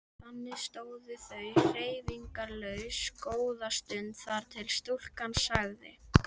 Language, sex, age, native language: Icelandic, female, 11, Icelandic